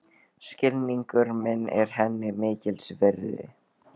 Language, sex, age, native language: Icelandic, male, 12, Icelandic